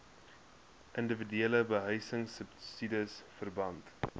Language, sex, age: Afrikaans, male, 21